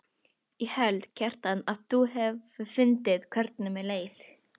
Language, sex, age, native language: Icelandic, female, 12, Icelandic